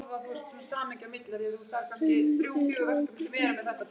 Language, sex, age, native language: Icelandic, male, 11, Icelandic